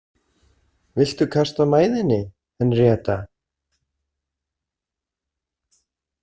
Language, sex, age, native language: Icelandic, female, 30-39, Icelandic